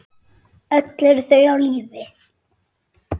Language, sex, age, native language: Icelandic, male, 7, Icelandic